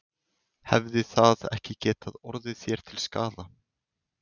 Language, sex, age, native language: Icelandic, male, 20-29, Icelandic